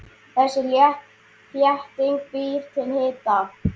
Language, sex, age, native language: Icelandic, male, 10, Icelandic